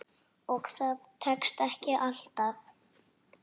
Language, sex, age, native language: Icelandic, female, 6, Icelandic